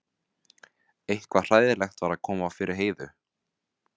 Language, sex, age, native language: Icelandic, male, 20-29, Vietnamese